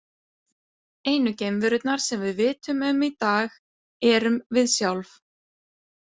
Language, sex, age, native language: Icelandic, female, 30-39, Icelandic